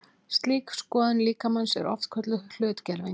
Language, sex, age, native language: Icelandic, female, 40-49, Icelandic